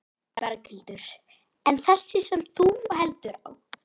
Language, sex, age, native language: Icelandic, female, 11, Icelandic